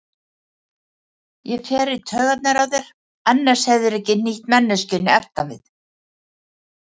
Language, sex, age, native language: Icelandic, female, 70-79, Icelandic